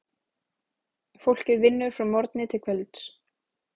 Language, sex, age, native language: Icelandic, female, 30-39, Icelandic